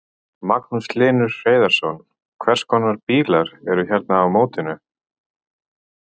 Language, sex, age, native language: Icelandic, male, 40-49, Icelandic